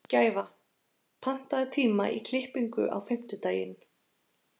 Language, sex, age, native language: Icelandic, female, 30-39, Icelandic